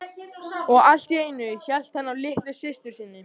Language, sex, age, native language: Icelandic, male, 14, Icelandic